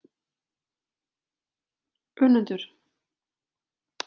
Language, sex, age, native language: Icelandic, female, 40-49, Icelandic